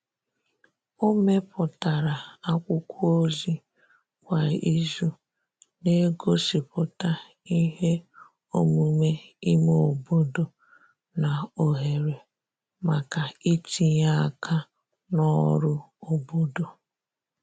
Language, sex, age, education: Igbo, female, 30-45, tertiary